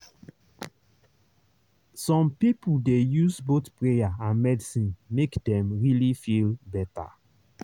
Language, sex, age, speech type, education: Nigerian Pidgin, male, 30-45, spontaneous, tertiary